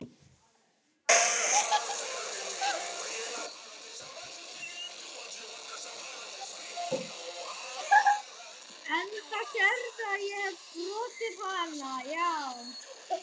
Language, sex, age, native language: Icelandic, other, 12, Icelandic